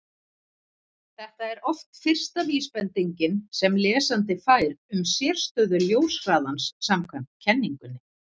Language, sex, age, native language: Icelandic, female, 30-39, Icelandic